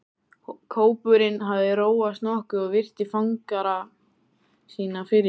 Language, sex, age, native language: Icelandic, male, 14, Icelandic